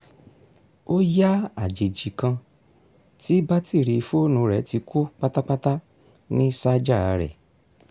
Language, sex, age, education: Yoruba, male, 30-45, tertiary